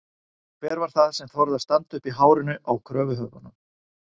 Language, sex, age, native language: Icelandic, male, 40-49, Icelandic